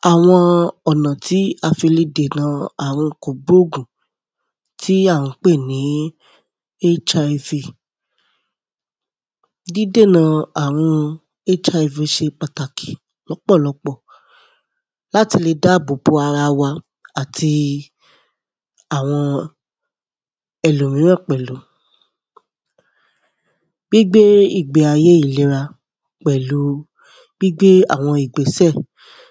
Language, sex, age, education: Yoruba, female, 30-45, tertiary